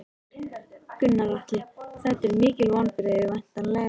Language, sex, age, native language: Icelandic, female, 13, Icelandic